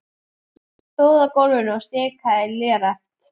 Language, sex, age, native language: Icelandic, female, 11, Icelandic